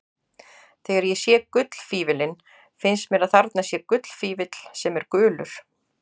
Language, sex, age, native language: Icelandic, female, 40-49, Icelandic